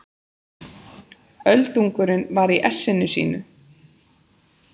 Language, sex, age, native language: Icelandic, female, 30-39, Icelandic